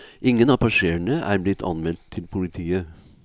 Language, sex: Norwegian, male